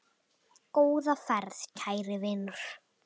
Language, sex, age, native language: Icelandic, male, 10, Icelandic